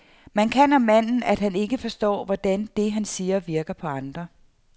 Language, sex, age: Danish, female, 48